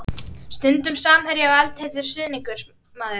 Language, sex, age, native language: Icelandic, female, 30-39, Icelandic